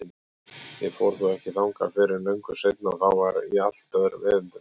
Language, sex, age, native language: Icelandic, male, 40-49, Icelandic